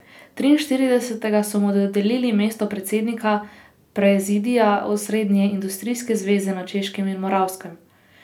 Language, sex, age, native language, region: Slovenian, female, 18-29, Slovenian, Posavska region